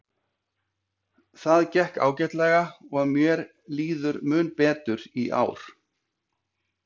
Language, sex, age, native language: Icelandic, male, 50-59, Icelandic